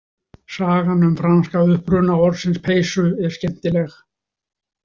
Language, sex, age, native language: Icelandic, male, 60-69, Icelandic